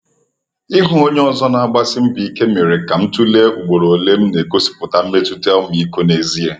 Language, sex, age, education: Igbo, male, 30-45, tertiary